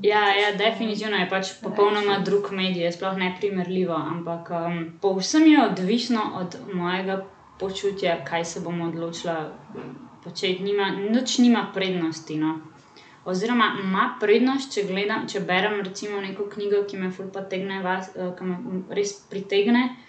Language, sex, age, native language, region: Slovenian, female, 18-29, Slovenian, Central Slovenia